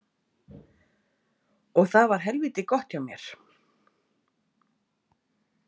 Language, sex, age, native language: Icelandic, female, 30-39, Icelandic